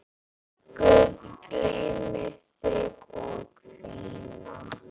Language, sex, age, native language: Icelandic, female, 10, Icelandic